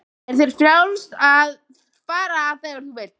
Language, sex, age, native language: Icelandic, female, 13, Icelandic